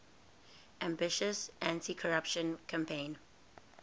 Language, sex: English, female